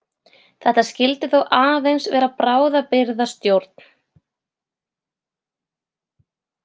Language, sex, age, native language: Icelandic, female, 20-29, Icelandic